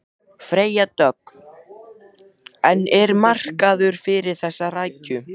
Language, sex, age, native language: Icelandic, male, 14, Icelandic